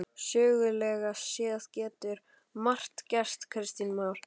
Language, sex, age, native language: Icelandic, male, 12, Icelandic